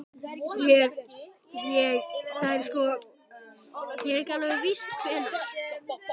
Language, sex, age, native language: Icelandic, male, 12, Icelandic